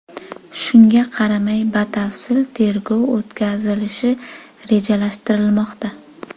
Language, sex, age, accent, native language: Uzbek, female, 18-24, Jizzax, Uzbek